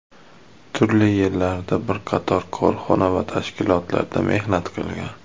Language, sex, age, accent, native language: Uzbek, male, 19-29, Namangan, Uzbek